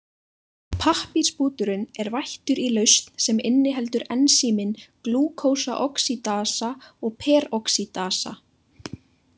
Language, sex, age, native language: Icelandic, female, 20-29, Icelandic